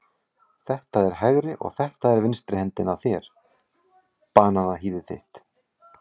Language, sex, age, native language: Icelandic, male, 40-49, Icelandic